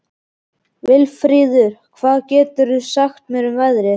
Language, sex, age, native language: Icelandic, male, 11, Icelandic